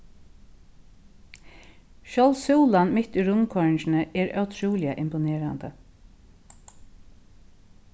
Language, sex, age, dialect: Faroese, female, 36-60, Norðurstreymoy/Eysturoy